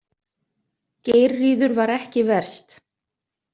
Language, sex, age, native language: Icelandic, other, 30-39, Icelandic